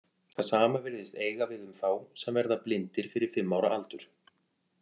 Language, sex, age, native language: Icelandic, male, 40-49, Icelandic